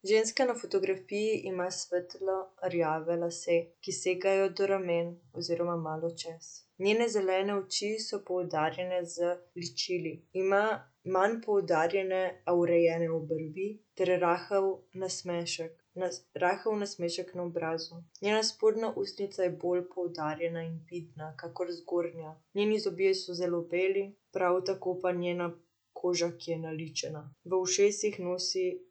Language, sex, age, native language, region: Slovenian, female, 18-29, Slovenian, Central Slovenia